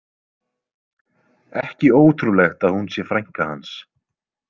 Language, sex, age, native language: Icelandic, male, 20-29, Icelandic